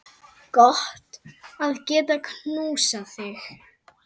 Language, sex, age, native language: Icelandic, female, 10, Icelandic